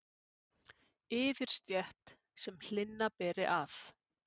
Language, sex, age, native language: Icelandic, female, 50-59, Icelandic